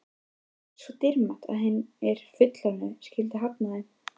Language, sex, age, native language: Icelandic, female, 13, Icelandic